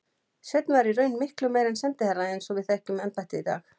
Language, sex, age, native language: Icelandic, female, 50-59, Icelandic